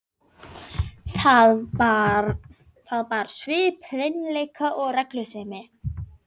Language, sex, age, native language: Icelandic, female, 11, Icelandic